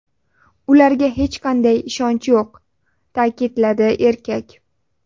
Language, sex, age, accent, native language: Uzbek, female, 18-24, Sirdaryo, Uzbek